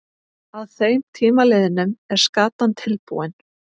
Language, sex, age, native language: Icelandic, female, 20-29, Icelandic